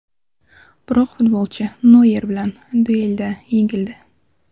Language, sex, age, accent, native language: Uzbek, female, 19-29, Surxondaryo, Uzbek